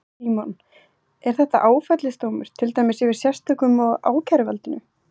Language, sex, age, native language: Icelandic, female, 20-29, Icelandic